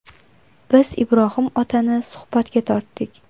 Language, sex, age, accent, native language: Uzbek, female, 18-24, Toshkent viloyati, Uzbek